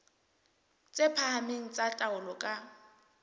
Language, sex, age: Southern Sotho, female, 23